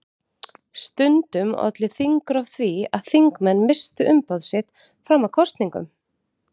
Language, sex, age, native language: Icelandic, female, 30-39, Icelandic